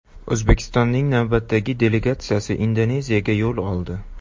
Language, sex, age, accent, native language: Uzbek, male, 18-24, Jizzax, Uzbek